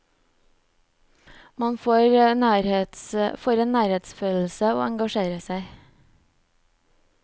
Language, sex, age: Norwegian, female, 29